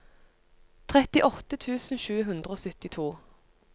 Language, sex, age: Norwegian, female, 25